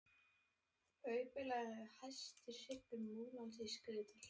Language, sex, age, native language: Icelandic, male, 18-19, Icelandic